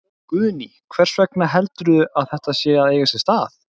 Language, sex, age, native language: Icelandic, male, 20-29, Icelandic